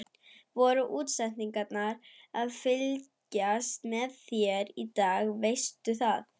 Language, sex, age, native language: Icelandic, female, 11, German